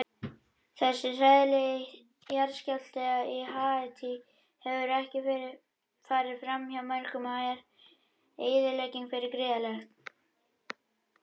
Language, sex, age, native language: Icelandic, male, 21, Icelandic